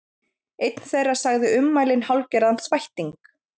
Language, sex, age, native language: Icelandic, female, 30-39, Icelandic